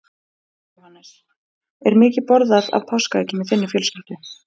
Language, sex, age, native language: Icelandic, female, 20-29, Icelandic